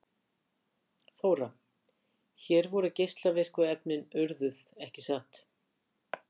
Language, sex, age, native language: Icelandic, female, 60-69, Icelandic